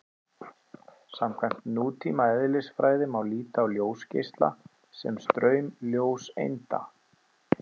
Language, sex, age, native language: Icelandic, male, 30-39, Icelandic